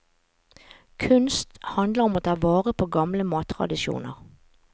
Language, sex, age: Norwegian, female, 45